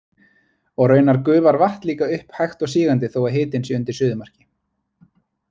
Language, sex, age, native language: Icelandic, male, 20-29, Icelandic